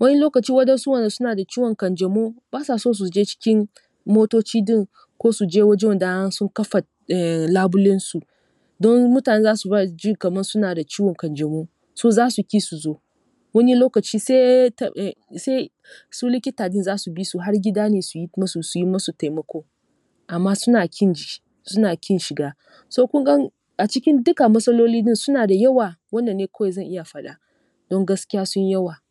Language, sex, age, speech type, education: Hausa, female, 30-45, spontaneous, tertiary